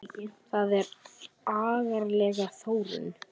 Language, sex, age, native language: Icelandic, female, 10, Icelandic